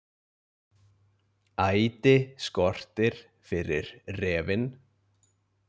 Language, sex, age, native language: Icelandic, male, 20-29, Icelandic